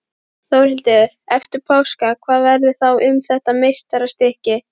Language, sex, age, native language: Icelandic, female, 12, Icelandic